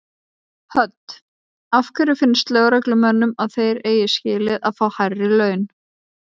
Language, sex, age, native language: Icelandic, female, 30-39, Icelandic